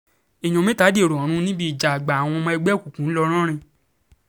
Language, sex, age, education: Yoruba, male, 15-29, secondary